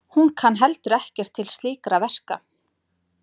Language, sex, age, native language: Icelandic, female, 30-39, Icelandic